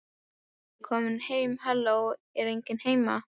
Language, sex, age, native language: Icelandic, female, 12, Icelandic